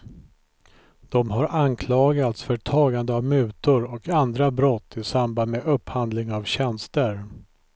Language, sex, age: Swedish, male, 43